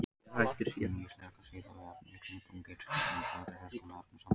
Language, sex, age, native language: Icelandic, male, 18-19, Icelandic